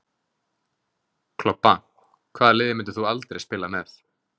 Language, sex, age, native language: Icelandic, male, 20-29, Icelandic